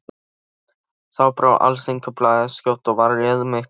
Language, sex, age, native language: Icelandic, male, 13, Polish